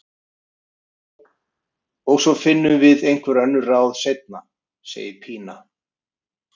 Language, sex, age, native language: Icelandic, male, 50-59, Icelandic